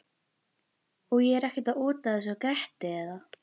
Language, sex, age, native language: Icelandic, female, 11, Icelandic